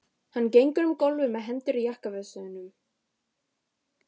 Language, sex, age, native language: Icelandic, female, 15, Icelandic